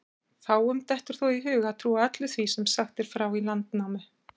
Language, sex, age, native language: Icelandic, female, 60-69, Icelandic